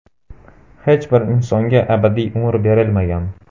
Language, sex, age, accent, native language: Uzbek, male, 12-17, Toshkent shahri, Uzbek